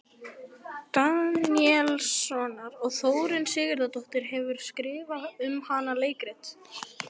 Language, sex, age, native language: Icelandic, female, 11, Icelandic